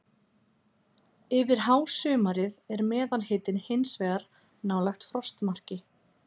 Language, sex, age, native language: Icelandic, female, 30-39, Icelandic